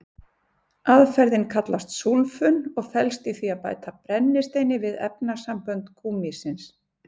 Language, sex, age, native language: Icelandic, female, 50-59, Icelandic